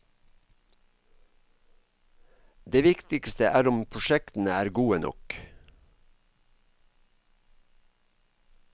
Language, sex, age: Norwegian, male, 54